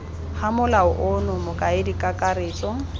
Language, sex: Tswana, female